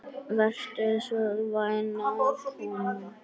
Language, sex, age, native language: Icelandic, female, 9, Icelandic